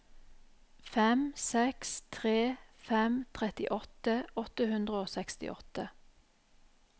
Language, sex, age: Norwegian, female, 44